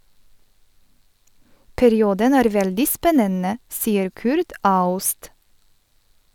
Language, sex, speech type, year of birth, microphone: Norwegian, female, read, 1986, Sennheiser